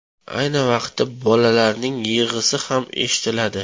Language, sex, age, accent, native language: Uzbek, male, 25-34, Toshkent shahri, Uzbek